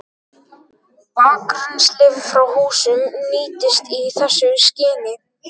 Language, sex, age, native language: Icelandic, male, 12, Icelandic